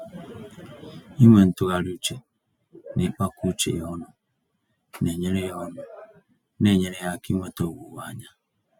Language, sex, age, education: Igbo, male, 30-45, tertiary